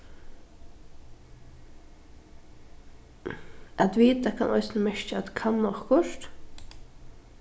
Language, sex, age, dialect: Faroese, female, 15-35, Norðuroyggjar